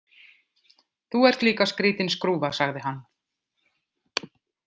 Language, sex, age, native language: Icelandic, female, 50-59, Icelandic